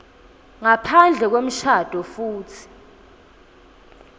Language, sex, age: Swati, female, 19